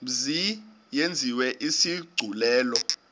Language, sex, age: Xhosa, male, 20